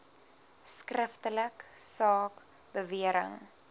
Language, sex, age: Afrikaans, female, 20